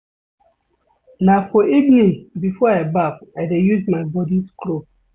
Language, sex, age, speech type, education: Nigerian Pidgin, male, 30-45, read, secondary